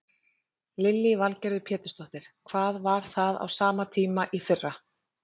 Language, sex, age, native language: Icelandic, female, 30-39, Icelandic